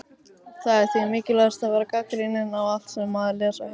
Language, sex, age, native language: Icelandic, female, 18-19, Icelandic